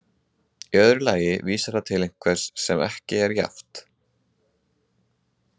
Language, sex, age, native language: Icelandic, male, 20-29, Icelandic